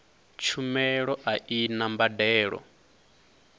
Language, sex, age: Venda, male, 22